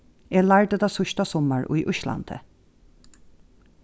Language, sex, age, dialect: Faroese, female, 36-60, Norðuroyggjar